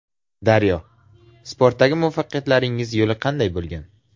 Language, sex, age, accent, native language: Uzbek, male, 18-24, Surxondaryo, Uzbek